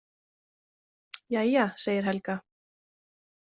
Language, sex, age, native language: Icelandic, female, 20-29, Icelandic